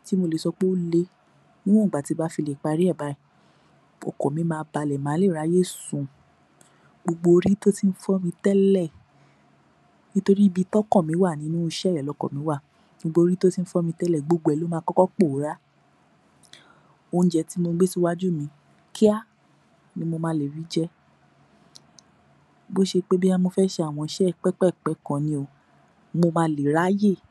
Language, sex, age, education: Yoruba, female, 46-60, tertiary